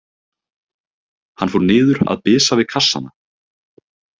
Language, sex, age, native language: Icelandic, male, 30-39, Icelandic